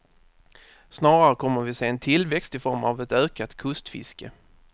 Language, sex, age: Swedish, male, 30